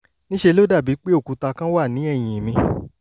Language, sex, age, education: Yoruba, male, 30-45, tertiary